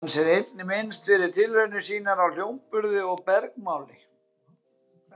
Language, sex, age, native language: Icelandic, male, 50-59, Icelandic